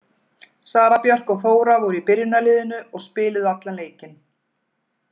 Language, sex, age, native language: Icelandic, female, 40-49, Icelandic